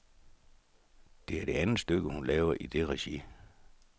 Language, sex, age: Danish, male, 64